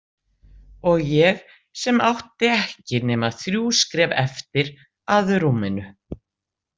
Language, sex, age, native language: Icelandic, female, 60-69, Icelandic